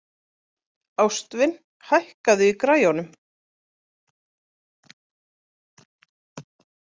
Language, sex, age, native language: Icelandic, female, 40-49, Icelandic